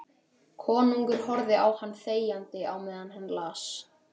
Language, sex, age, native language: Icelandic, male, 12, Icelandic